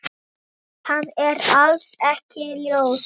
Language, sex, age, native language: Icelandic, male, 9, Icelandic